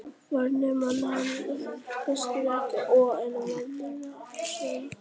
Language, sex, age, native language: Icelandic, female, 50-59, Icelandic